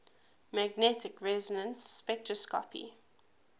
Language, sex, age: English, female, 20